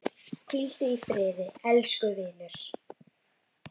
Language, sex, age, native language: Icelandic, female, 10, Icelandic